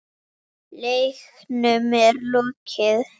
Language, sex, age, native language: Icelandic, female, 7, Icelandic